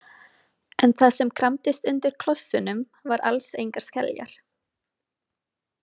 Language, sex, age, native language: Icelandic, female, 20-29, Icelandic